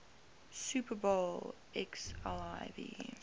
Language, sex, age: English, female, 18